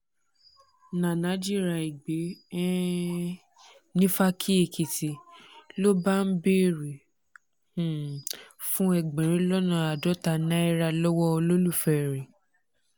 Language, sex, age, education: Yoruba, female, 15-29, tertiary